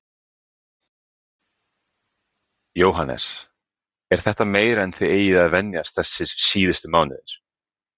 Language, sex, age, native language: Icelandic, male, 20-29, Icelandic